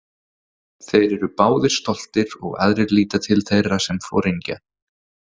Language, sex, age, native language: Icelandic, male, 40-49, Icelandic